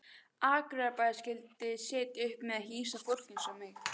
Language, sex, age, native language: Icelandic, female, 16, Icelandic